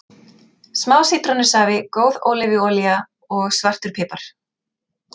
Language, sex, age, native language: Icelandic, female, 40-49, Icelandic